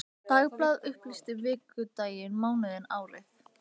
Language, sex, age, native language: Icelandic, female, 15, Icelandic